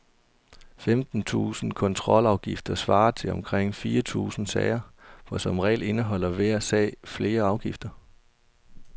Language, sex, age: Danish, male, 32